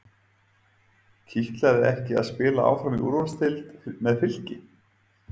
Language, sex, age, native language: Icelandic, male, 30-39, Icelandic